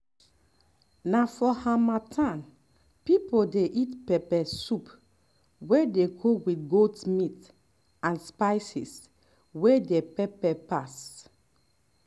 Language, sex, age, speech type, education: Nigerian Pidgin, female, 30-45, spontaneous, tertiary